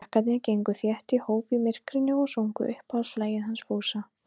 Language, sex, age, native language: Icelandic, female, 30-39, Icelandic